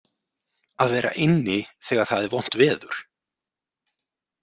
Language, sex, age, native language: Icelandic, male, 40-49, Icelandic